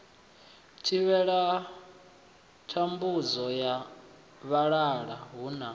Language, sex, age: Venda, male, 24